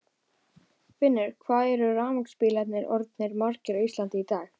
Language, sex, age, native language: Icelandic, female, 12, Icelandic